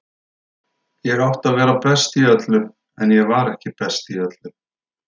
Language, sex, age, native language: Icelandic, male, 30-39, Icelandic